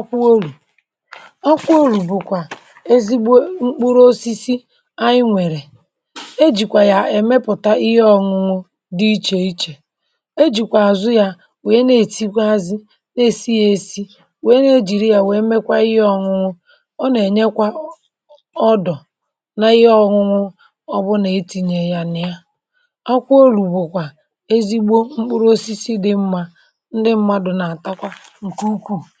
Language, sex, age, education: Igbo, male, 30-45, tertiary